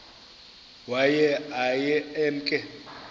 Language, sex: Xhosa, male